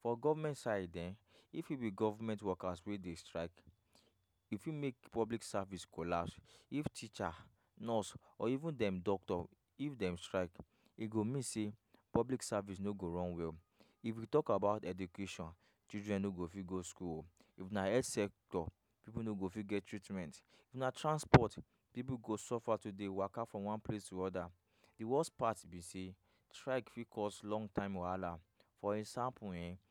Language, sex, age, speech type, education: Nigerian Pidgin, male, 15-29, spontaneous, tertiary